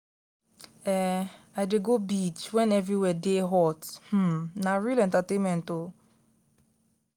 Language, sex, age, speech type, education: Nigerian Pidgin, female, 15-29, spontaneous, tertiary